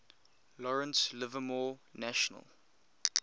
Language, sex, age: English, male, 22